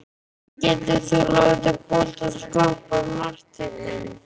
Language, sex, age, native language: Icelandic, male, 12, Icelandic